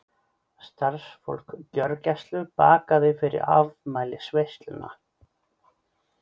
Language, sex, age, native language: Icelandic, male, 40-49, Icelandic